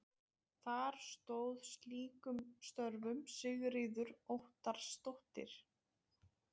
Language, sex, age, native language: Icelandic, female, 20-29, Icelandic